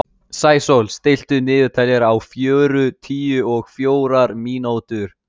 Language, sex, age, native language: Icelandic, male, 14, Icelandic